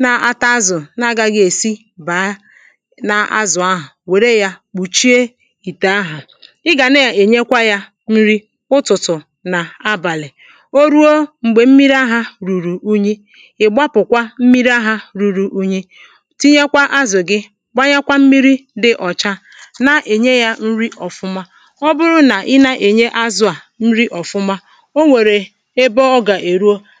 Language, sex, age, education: Igbo, female, 30-45, primary